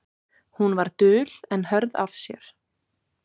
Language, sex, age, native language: Icelandic, female, 18-19, Icelandic